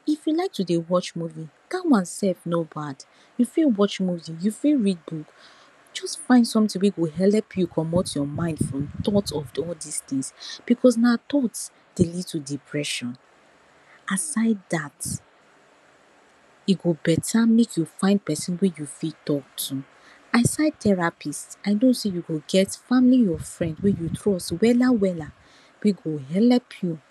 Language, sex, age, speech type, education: Nigerian Pidgin, female, 46-60, spontaneous, tertiary